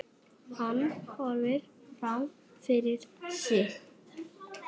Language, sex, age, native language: Icelandic, male, 6, Icelandic